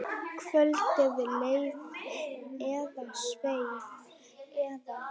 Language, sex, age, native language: Icelandic, female, 9, Icelandic